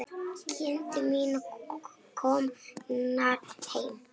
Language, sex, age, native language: Icelandic, female, 8, Icelandic